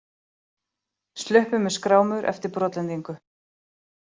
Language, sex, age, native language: Icelandic, female, 40-49, Icelandic